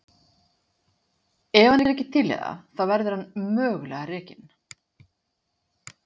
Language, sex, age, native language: Icelandic, female, 50-59, Icelandic